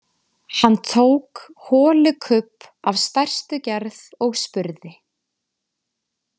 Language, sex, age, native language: Icelandic, female, 20-29, Icelandic